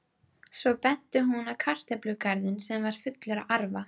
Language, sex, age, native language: Icelandic, female, 12, Icelandic